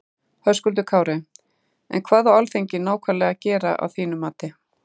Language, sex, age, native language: Icelandic, female, 30-39, Icelandic